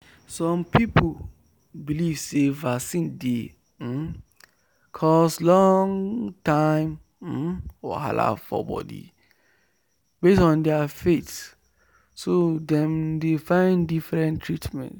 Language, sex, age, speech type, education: Nigerian Pidgin, male, 15-29, spontaneous, tertiary